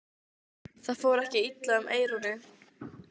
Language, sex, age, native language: Icelandic, female, 15, Icelandic